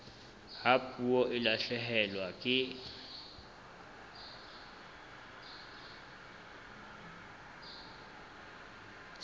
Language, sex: Southern Sotho, male